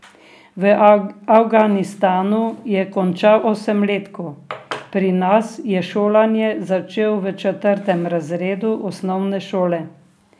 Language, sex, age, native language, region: Slovenian, female, 60+, Slovenian, Drava region